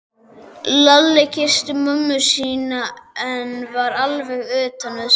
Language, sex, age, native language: Icelandic, male, 12, Icelandic